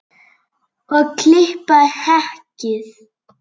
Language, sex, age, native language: Icelandic, female, 7, Icelandic